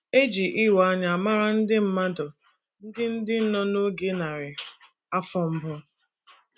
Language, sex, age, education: Igbo, female, 15-29, tertiary